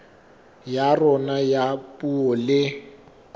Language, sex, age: Southern Sotho, male, 24